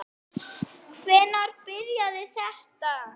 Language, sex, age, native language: Icelandic, female, 8, Icelandic